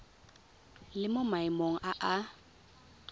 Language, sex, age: Tswana, female, 22